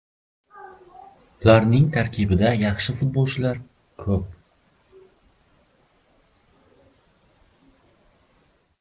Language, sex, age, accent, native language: Uzbek, male, 12-17, Surxondaryo, Uzbek